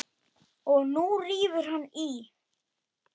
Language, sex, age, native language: Icelandic, male, 8, Icelandic